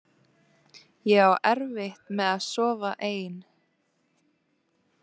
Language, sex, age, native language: Icelandic, female, 18-19, Lithuanian